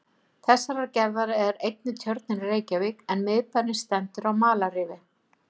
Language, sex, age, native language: Icelandic, female, 50-59, Icelandic